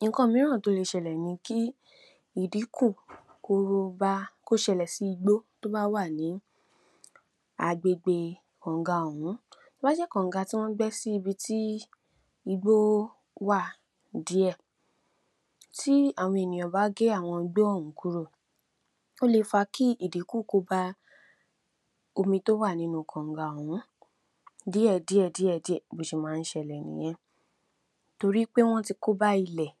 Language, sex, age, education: Yoruba, female, 46-60, tertiary